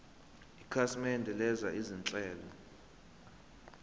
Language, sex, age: Zulu, male, 21